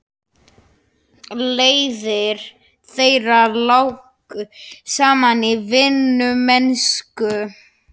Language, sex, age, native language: Icelandic, male, 11, Slovak